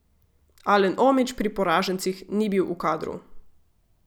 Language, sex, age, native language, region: Slovenian, female, 18-29, Slovenian, Gorica region